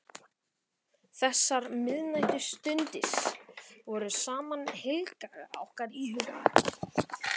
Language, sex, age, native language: Icelandic, male, 12, Icelandic